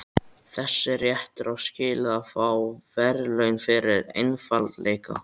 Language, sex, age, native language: Icelandic, male, 14, Icelandic